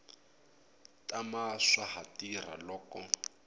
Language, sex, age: Tsonga, male, 22